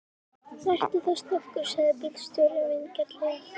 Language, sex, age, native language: Icelandic, female, 11, Icelandic